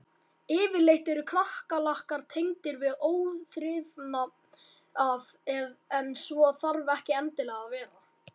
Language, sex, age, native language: Icelandic, male, 18-19, Icelandic